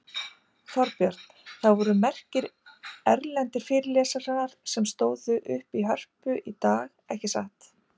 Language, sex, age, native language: Icelandic, female, 50-59, Icelandic